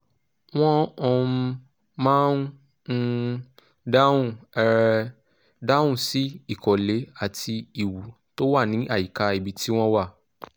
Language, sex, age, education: Yoruba, male, 15-29, tertiary